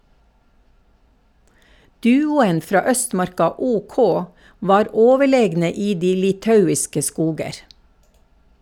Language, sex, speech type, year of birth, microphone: Norwegian, female, read, 1952, Shure